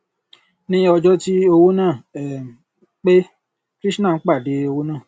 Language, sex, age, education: Yoruba, male, 30-45, tertiary